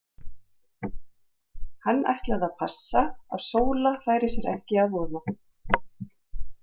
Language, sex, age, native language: Icelandic, female, 40-49, Icelandic